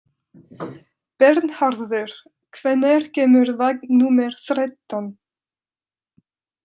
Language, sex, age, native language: Icelandic, female, 30-39, French